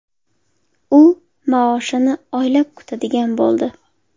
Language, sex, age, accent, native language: Uzbek, female, 19-29, Buxoro, Uzbek